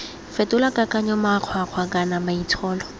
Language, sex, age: Tswana, female, 21